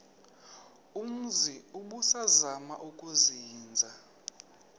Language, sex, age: Xhosa, male, 31